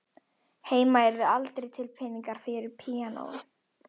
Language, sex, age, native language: Icelandic, female, 21, Icelandic